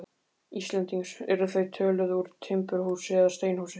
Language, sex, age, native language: Icelandic, male, 15, Icelandic